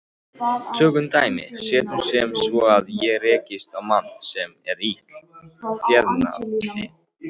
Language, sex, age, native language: Icelandic, male, 18-19, Icelandic